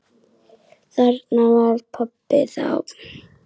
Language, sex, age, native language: Icelandic, female, 10, Icelandic